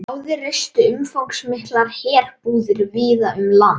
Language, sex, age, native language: Icelandic, female, 40-49, Icelandic